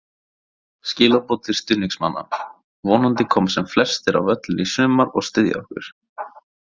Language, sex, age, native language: Icelandic, male, 18-19, Icelandic